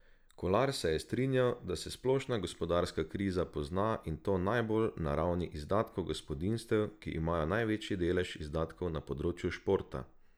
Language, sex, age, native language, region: Slovenian, male, 18-29, Slovenian, Drava region